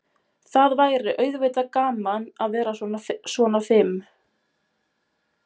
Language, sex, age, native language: Icelandic, female, 20-29, Polish